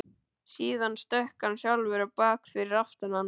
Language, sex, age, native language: Icelandic, male, 12, Icelandic